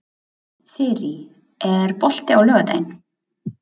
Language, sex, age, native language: Icelandic, female, 20-29, Icelandic